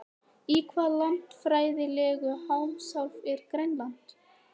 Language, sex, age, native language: Icelandic, female, 18-19, Icelandic